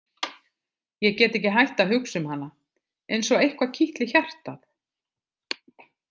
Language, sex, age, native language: Icelandic, other, 50-59, Icelandic